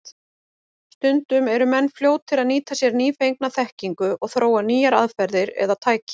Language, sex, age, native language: Icelandic, female, 40-49, Icelandic